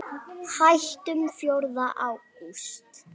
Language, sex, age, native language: Icelandic, female, 8, Icelandic